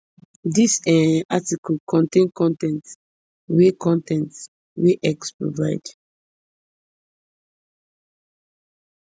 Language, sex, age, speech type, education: Nigerian Pidgin, female, 15-29, spontaneous, tertiary